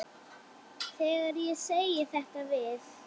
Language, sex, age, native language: Icelandic, female, 8, Icelandic